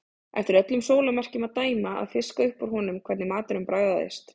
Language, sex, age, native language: Icelandic, female, 30-39, Icelandic